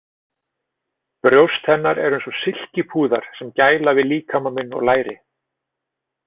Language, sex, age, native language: Icelandic, male, 40-49, Icelandic